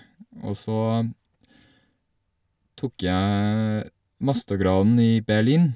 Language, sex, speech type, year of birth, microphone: Norwegian, male, spontaneous, 1983, Shure